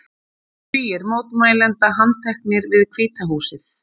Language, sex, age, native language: Icelandic, female, 30-39, Icelandic